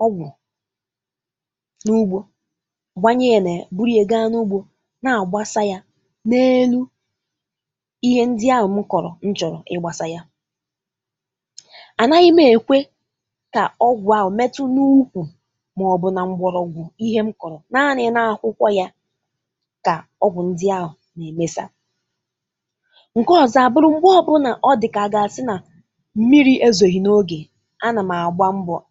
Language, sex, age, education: Igbo, female, 15-29, tertiary